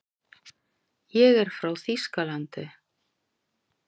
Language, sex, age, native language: Icelandic, female, 40-49, Icelandic